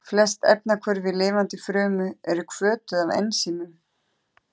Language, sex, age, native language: Icelandic, male, 13, Icelandic